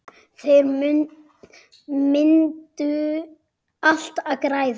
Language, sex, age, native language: Icelandic, male, 7, Icelandic